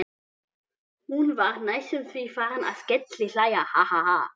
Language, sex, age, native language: Icelandic, male, 12, Icelandic